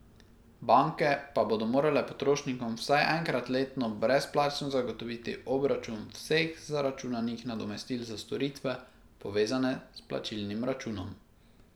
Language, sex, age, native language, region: Slovenian, male, 18-29, Slovenian, Pomurje region